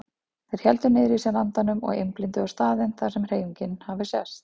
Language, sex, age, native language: Icelandic, female, 30-39, Icelandic